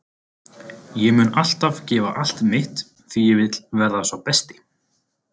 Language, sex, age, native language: Icelandic, male, 20-29, Icelandic